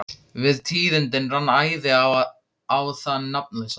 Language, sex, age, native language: Icelandic, male, 15, Icelandic